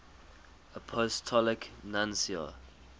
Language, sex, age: English, male, 20